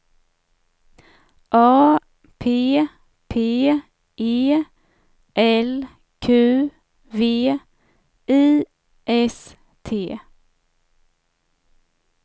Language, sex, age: Swedish, female, 27